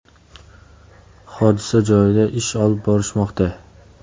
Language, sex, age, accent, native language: Uzbek, male, 18-24, Toshkent shahri, Uzbek